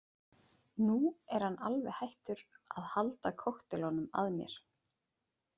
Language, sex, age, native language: Icelandic, female, 30-39, Icelandic